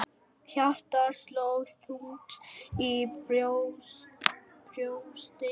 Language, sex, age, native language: Icelandic, male, 11, Vietnamese